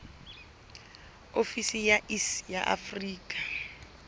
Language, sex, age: Southern Sotho, female, 22